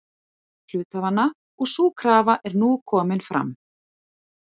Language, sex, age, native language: Icelandic, female, 40-49, Icelandic